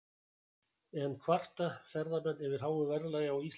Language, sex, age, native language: Icelandic, male, 60-69, Icelandic